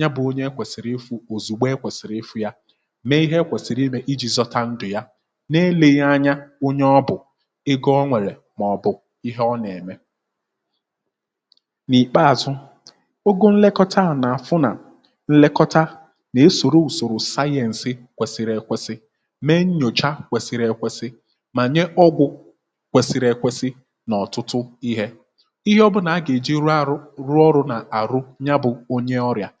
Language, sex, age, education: Igbo, male, 15-29, tertiary